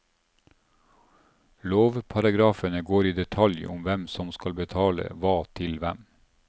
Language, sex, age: Norwegian, male, 47